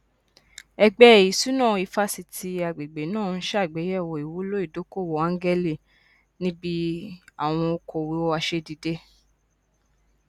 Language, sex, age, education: Yoruba, female, 15-29, tertiary